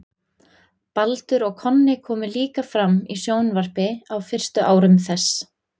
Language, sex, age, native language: Icelandic, female, 20-29, Icelandic